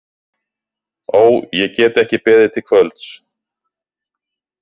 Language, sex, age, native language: Icelandic, male, 40-49, Icelandic